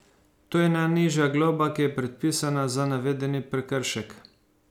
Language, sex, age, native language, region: Slovenian, male, 50-59, Slovenian, Savinja region